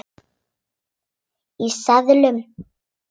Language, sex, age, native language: Icelandic, other, 8, Icelandic